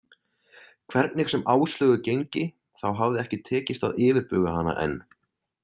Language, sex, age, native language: Icelandic, male, 20-29, Icelandic